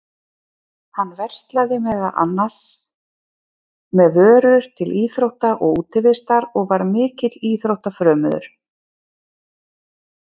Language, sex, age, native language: Icelandic, female, 40-49, Icelandic